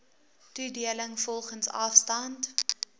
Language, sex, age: Afrikaans, female, 20